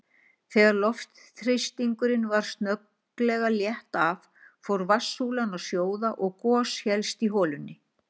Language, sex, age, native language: Icelandic, female, 60-69, Icelandic